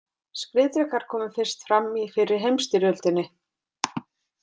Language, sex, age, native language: Icelandic, female, 40-49, Icelandic